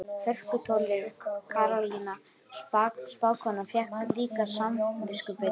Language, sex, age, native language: Icelandic, male, 12, Icelandic